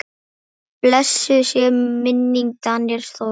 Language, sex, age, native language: Icelandic, male, 10, Icelandic